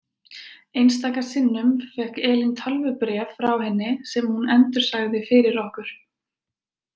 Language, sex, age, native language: Icelandic, female, 20-29, Icelandic